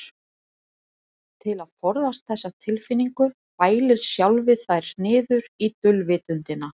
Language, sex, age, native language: Icelandic, female, 40-49, Icelandic